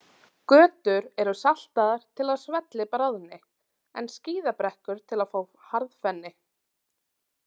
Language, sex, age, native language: Icelandic, female, 30-39, Icelandic